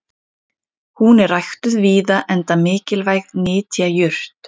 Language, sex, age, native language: Icelandic, female, 30-39, Icelandic